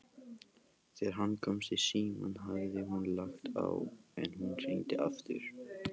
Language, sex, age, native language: Icelandic, male, 18-19, Icelandic